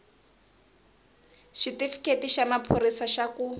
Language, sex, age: Tsonga, female, 20